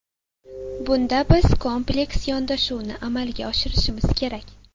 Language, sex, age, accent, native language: Uzbek, female, 18-24, Sirdaryo, Uzbek